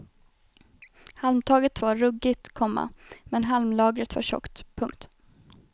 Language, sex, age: Swedish, female, 21